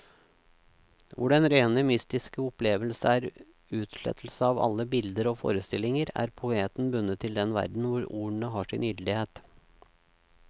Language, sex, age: Norwegian, male, 36